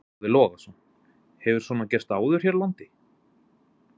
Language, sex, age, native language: Icelandic, male, 20-29, Icelandic